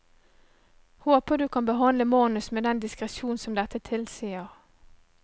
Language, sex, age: Norwegian, female, 37